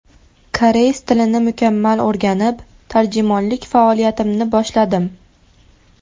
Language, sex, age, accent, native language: Uzbek, female, 19-29, Farg'ona, Uzbek